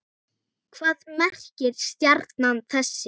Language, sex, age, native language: Icelandic, female, 8, Icelandic